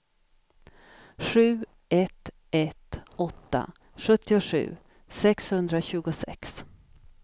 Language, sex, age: Swedish, female, 50